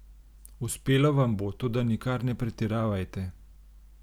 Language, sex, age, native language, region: Slovenian, male, 30-49, Slovenian, Gorenjska region